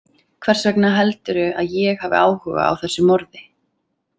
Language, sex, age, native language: Icelandic, female, 30-39, Icelandic